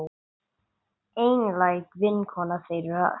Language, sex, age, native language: Icelandic, male, 9, English